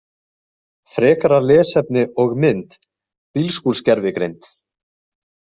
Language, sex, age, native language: Icelandic, male, 20-29, Icelandic